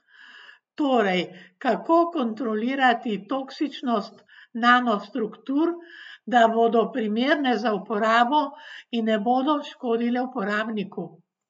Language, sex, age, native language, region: Slovenian, female, 60+, Slovenian, Gorenjska region